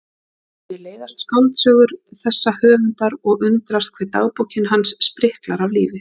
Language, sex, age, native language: Icelandic, female, 30-39, Icelandic